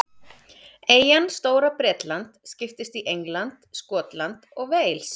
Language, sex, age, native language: Icelandic, female, 30-39, Icelandic